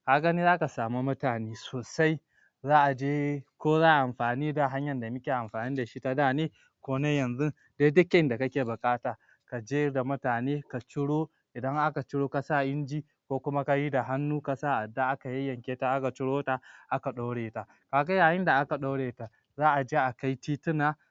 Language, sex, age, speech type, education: Hausa, male, 46-60, spontaneous, tertiary